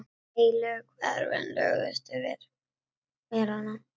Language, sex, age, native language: Icelandic, female, 9, Icelandic